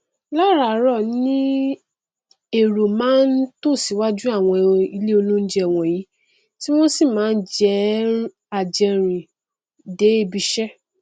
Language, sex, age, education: Yoruba, female, 15-29, tertiary